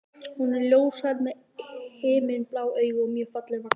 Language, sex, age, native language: Icelandic, male, 11, Icelandic